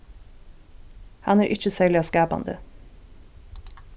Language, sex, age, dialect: Faroese, female, 15-35, Suðurstreymoy